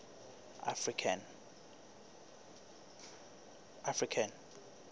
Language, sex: Southern Sotho, male